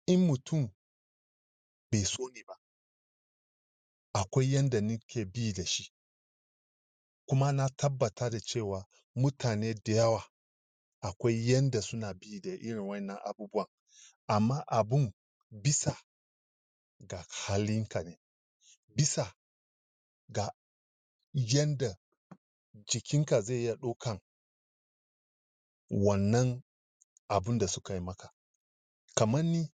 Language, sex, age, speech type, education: Hausa, male, 30-45, spontaneous, tertiary